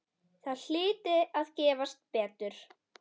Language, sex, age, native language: Icelandic, female, 10, Icelandic